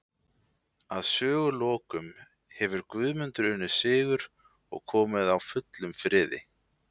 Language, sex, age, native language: Icelandic, male, 20-29, Icelandic